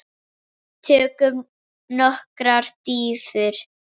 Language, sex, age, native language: Icelandic, female, 7, Icelandic